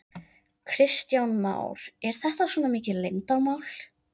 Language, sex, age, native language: Icelandic, female, 13, Icelandic